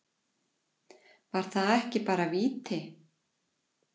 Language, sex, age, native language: Icelandic, female, 40-49, Icelandic